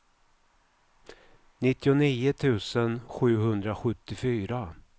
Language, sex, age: Swedish, male, 55